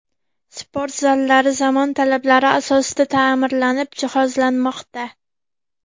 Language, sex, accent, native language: Uzbek, female, Farg'ona, Uzbek